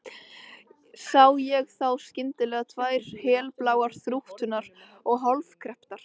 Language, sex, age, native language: Icelandic, female, 13, Icelandic